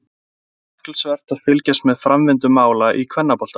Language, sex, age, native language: Icelandic, male, 20-29, Icelandic